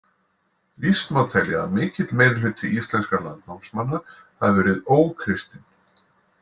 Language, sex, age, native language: Icelandic, male, 40-49, Icelandic